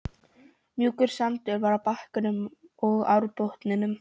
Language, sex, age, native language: Icelandic, female, 13, Polish